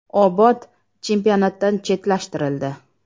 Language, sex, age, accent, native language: Uzbek, female, 35+, Samarqand, Uzbek